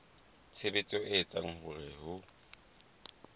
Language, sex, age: Southern Sotho, male, 20